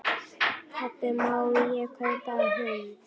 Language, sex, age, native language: Icelandic, female, 9, Icelandic